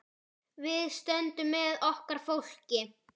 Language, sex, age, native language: Icelandic, female, 10, Icelandic